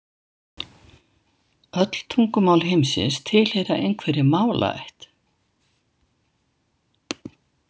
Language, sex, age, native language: Icelandic, female, 70-79, Icelandic